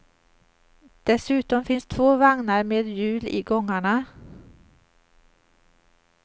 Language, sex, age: Swedish, female, 38